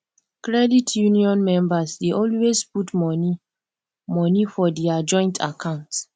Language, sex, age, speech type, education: Nigerian Pidgin, female, 15-29, spontaneous, tertiary